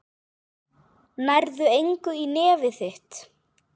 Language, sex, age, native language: Icelandic, male, 8, Icelandic